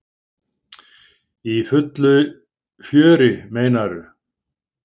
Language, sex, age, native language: Icelandic, male, 50-59, Icelandic